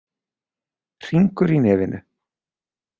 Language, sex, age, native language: Icelandic, male, 40-49, Icelandic